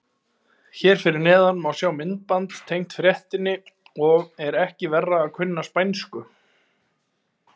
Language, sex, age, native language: Icelandic, male, 20-29, Icelandic